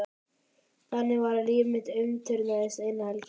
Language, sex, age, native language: Icelandic, female, 13, Icelandic